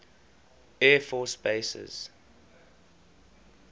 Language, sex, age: English, male, 20